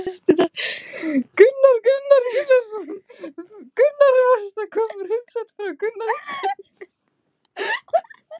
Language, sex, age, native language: Icelandic, female, 16, Icelandic